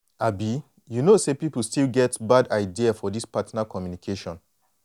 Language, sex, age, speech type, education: Nigerian Pidgin, male, 30-45, spontaneous, tertiary